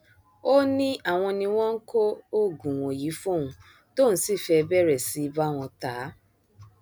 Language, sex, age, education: Yoruba, female, 30-45, tertiary